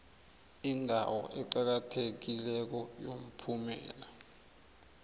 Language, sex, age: South Ndebele, male, 24